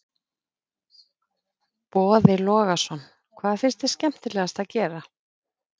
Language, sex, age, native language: Icelandic, female, 50-59, Icelandic